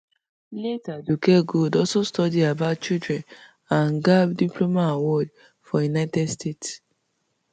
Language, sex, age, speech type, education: Nigerian Pidgin, female, 15-29, spontaneous, tertiary